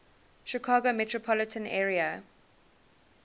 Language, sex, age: English, female, 19